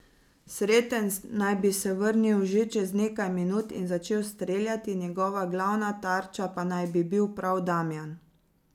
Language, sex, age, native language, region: Slovenian, female, 30-49, Slovenian, Zasavska region